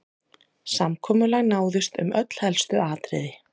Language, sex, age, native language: Icelandic, female, 30-39, Icelandic